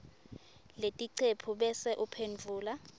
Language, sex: Swati, female